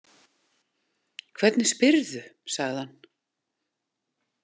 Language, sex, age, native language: Icelandic, female, 40-49, Icelandic